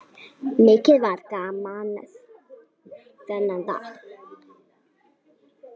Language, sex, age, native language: Icelandic, female, 8, Icelandic